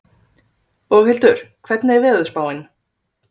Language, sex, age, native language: Icelandic, female, 30-39, Icelandic